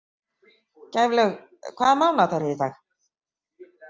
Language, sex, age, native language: Icelandic, female, 40-49, Icelandic